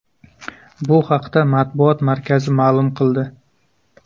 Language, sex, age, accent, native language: Uzbek, male, 25-34, Jizzax, Uzbek